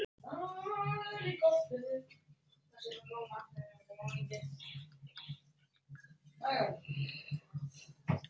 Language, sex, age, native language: Icelandic, female, 40-49, Icelandic